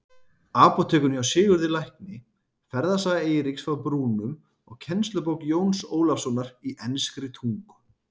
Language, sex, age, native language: Icelandic, male, 30-39, Icelandic